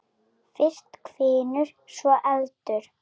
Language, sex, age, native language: Icelandic, female, 7, Icelandic